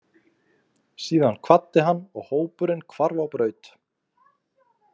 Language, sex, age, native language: Icelandic, male, 20-29, Icelandic